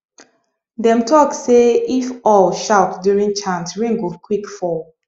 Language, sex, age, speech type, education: Nigerian Pidgin, female, 15-29, spontaneous, tertiary